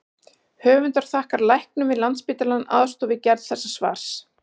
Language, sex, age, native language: Icelandic, female, 40-49, Icelandic